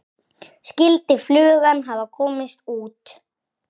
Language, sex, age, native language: Icelandic, female, 6, Icelandic